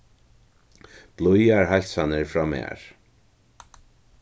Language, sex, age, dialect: Faroese, male, 61+, Norðurstreymoy/Eysturoy